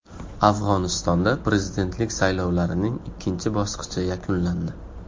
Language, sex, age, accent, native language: Uzbek, male, 18-24, Farg'ona, Uzbek